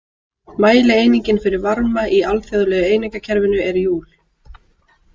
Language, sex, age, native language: Icelandic, female, 18-19, Icelandic